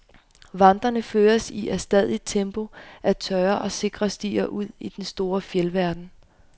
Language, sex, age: Danish, female, 25